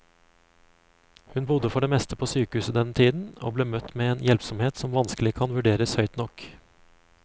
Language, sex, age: Norwegian, male, 35